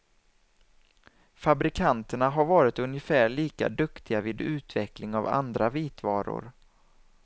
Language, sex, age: Swedish, male, 27